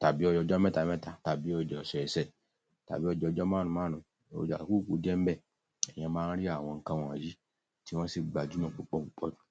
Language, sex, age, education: Yoruba, male, 30-45, tertiary